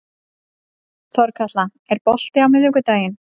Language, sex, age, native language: Icelandic, female, 30-39, Icelandic